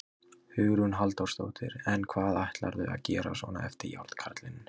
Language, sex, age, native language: Icelandic, male, 20-29, Icelandic